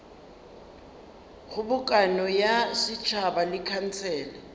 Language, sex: Northern Sotho, female